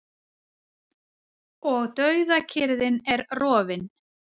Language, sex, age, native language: Icelandic, female, 40-49, Icelandic